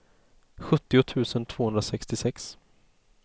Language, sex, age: Swedish, male, 30